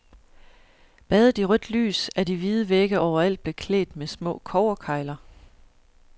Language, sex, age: Danish, female, 41